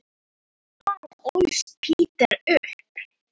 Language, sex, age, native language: Icelandic, female, 10, Icelandic